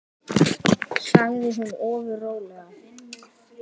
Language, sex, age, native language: Icelandic, male, 10, Icelandic